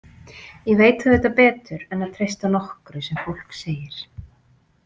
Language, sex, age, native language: Icelandic, female, 40-49, Icelandic